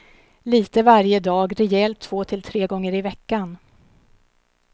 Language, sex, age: Swedish, female, 52